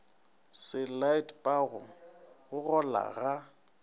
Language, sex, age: Northern Sotho, male, 19